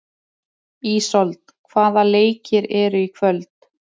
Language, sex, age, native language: Icelandic, female, 30-39, Icelandic